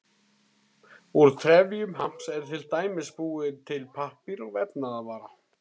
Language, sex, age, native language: Icelandic, male, 30-39, Icelandic